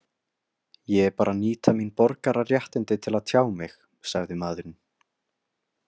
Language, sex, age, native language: Icelandic, male, 20-29, Icelandic